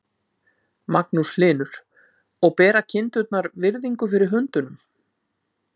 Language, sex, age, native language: Icelandic, female, 50-59, Icelandic